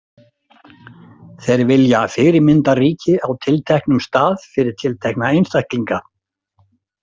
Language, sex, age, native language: Icelandic, male, 60-69, Icelandic